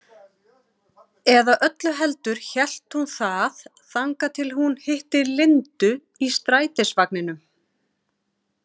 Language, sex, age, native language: Icelandic, female, 40-49, Icelandic